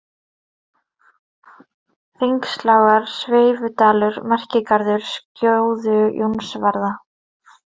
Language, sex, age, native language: Icelandic, female, 30-39, Icelandic